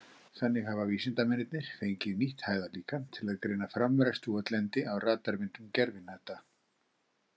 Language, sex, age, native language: Icelandic, male, 60-69, Icelandic